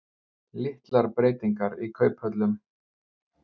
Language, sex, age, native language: Icelandic, male, 50-59, Icelandic